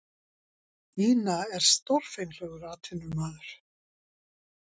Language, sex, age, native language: Icelandic, female, 60-69, Icelandic